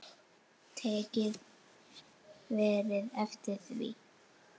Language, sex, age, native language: Icelandic, female, 8, Icelandic